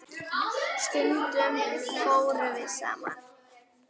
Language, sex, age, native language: Icelandic, female, 10, Icelandic